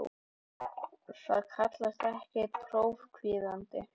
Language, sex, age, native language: Icelandic, male, 18-19, Icelandic